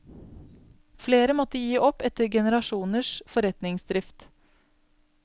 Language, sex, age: Norwegian, female, 27